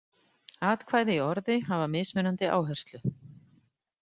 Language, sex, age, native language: Icelandic, female, 50-59, Icelandic